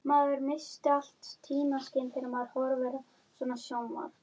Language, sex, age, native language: Icelandic, female, 10, Icelandic